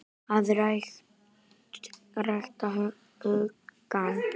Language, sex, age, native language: Icelandic, male, 9, Icelandic